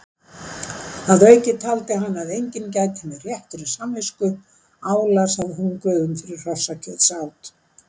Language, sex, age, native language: Icelandic, female, 70-79, Icelandic